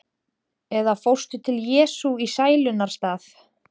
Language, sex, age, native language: Icelandic, female, 20-29, Icelandic